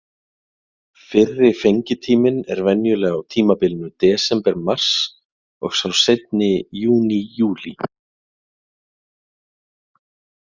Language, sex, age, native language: Icelandic, male, 40-49, Icelandic